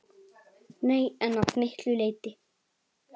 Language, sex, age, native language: Icelandic, male, 8, Icelandic